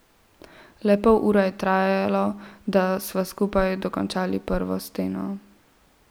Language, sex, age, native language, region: Slovenian, female, 12-17, Slovenian, Central Slovenia